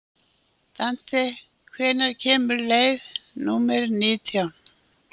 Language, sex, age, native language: Icelandic, female, 80-89, Icelandic